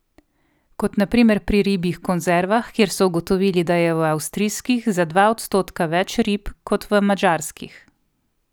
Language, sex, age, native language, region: Slovenian, female, 30-49, Slovenian, Coastal Karst region